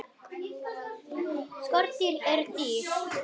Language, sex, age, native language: Icelandic, male, 8, Icelandic